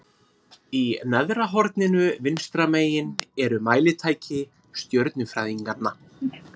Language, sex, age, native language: Icelandic, female, 30-39, Icelandic